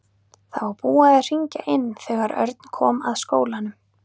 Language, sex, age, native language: Icelandic, female, 30-39, Icelandic